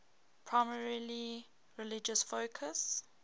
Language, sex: English, female